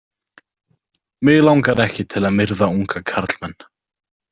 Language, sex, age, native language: Icelandic, male, 18-19, Icelandic